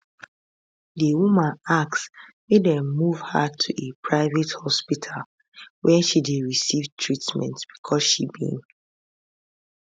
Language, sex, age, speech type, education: Nigerian Pidgin, female, 15-29, spontaneous, tertiary